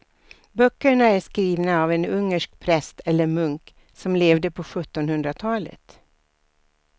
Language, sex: Swedish, female